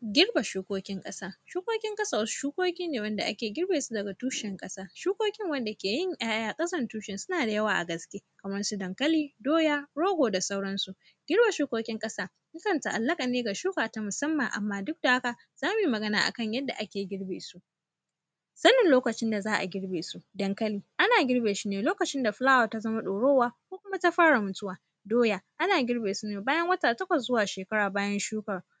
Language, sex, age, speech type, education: Hausa, female, 15-29, spontaneous, tertiary